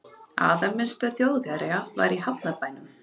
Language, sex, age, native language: Icelandic, female, 30-39, Icelandic